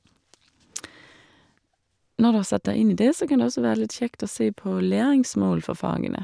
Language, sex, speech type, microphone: Norwegian, female, spontaneous, Shure